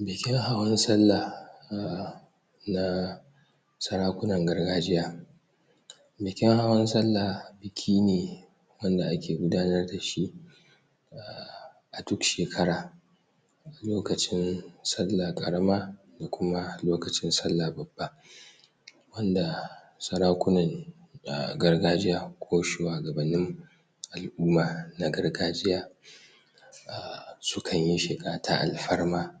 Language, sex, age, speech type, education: Hausa, male, 46-60, spontaneous, tertiary